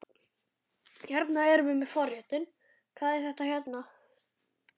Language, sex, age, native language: Icelandic, male, 11, Icelandic